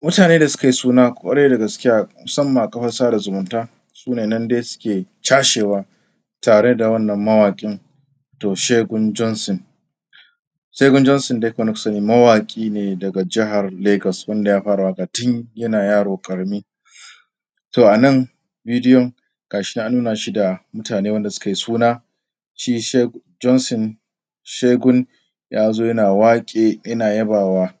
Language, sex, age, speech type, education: Hausa, male, 30-45, spontaneous, secondary